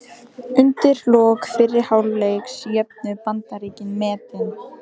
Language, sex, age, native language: Icelandic, female, 18-19, Icelandic